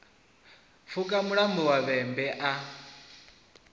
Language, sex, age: Venda, male, 21